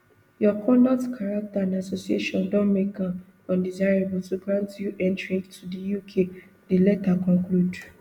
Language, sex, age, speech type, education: Nigerian Pidgin, female, 15-29, spontaneous, tertiary